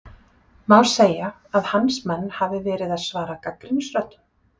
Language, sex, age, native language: Icelandic, female, 40-49, Icelandic